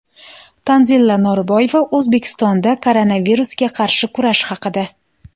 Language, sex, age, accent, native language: Uzbek, female, 18-24, Xorazm, Uzbek